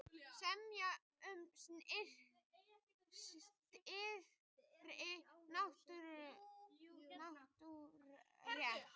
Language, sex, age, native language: Icelandic, female, 18-19, Icelandic